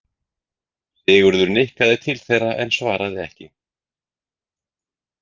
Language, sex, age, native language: Icelandic, male, 40-49, Icelandic